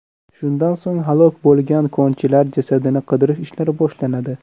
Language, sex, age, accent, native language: Uzbek, male, under 19, Namangan, Uzbek